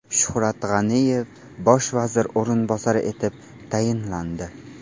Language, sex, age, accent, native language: Uzbek, male, 18-24, Andijon, Uzbek